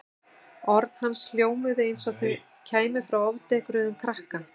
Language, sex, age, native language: Icelandic, female, 60-69, Icelandic